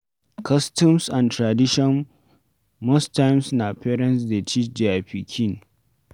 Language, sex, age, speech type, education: Nigerian Pidgin, male, 15-29, read, tertiary